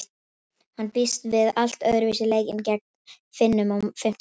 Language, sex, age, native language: Icelandic, female, 18-19, Icelandic